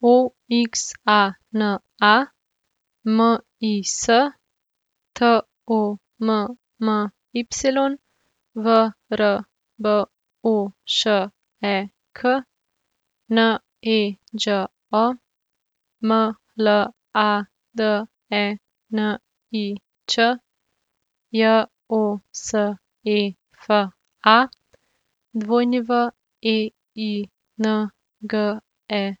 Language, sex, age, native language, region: Slovenian, female, 18-29, Slovenian, Central Slovenia